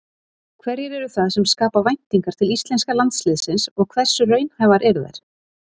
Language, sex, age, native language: Icelandic, female, 30-39, Icelandic